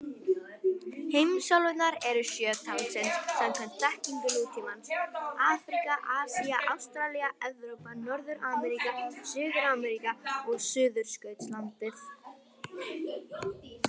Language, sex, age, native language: Icelandic, female, 18-19, Icelandic